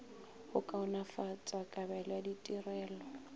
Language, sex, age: Northern Sotho, female, 22